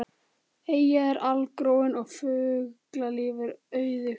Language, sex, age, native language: Icelandic, male, 18-19, Icelandic